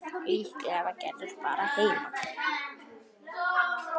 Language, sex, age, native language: Icelandic, female, 10, Icelandic